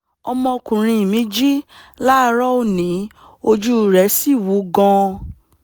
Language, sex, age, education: Yoruba, female, 15-29, tertiary